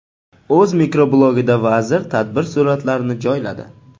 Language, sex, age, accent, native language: Uzbek, male, 18-24, Samarqand, Uzbek